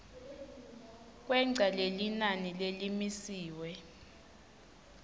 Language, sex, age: Swati, female, 20